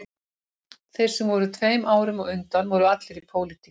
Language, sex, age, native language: Icelandic, female, 50-59, Icelandic